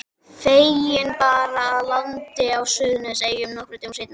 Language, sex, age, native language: Icelandic, male, 12, Icelandic